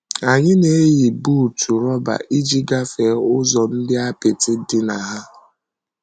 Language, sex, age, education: Igbo, female, 15-29, secondary